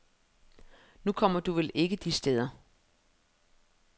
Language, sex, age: Danish, female, 31